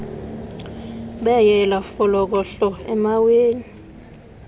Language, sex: Xhosa, male